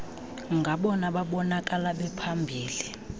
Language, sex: Xhosa, female